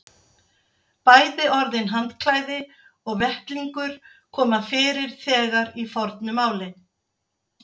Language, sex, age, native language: Icelandic, female, 60-69, Icelandic